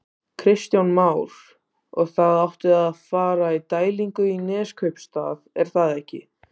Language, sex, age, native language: Icelandic, male, 18-19, Icelandic